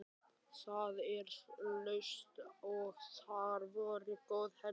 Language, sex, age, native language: Icelandic, male, 12, Icelandic